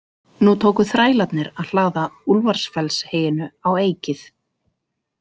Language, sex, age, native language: Icelandic, female, 40-49, Icelandic